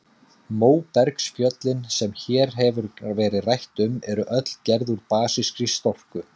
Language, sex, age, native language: Icelandic, male, 30-39, Icelandic